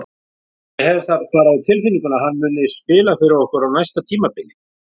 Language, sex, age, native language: Icelandic, male, 40-49, Icelandic